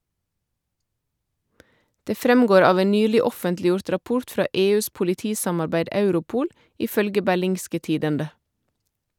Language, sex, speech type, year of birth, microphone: Norwegian, female, read, 1972, Shure